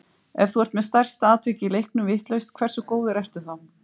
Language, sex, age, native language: Icelandic, female, 50-59, Icelandic